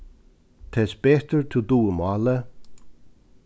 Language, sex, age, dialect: Faroese, male, 36-60, Suðurstreymoy